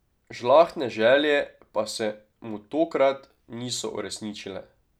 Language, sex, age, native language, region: Slovenian, male, 18-29, Slovenian, Drava region